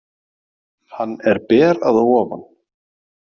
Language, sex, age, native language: Icelandic, male, 40-49, Icelandic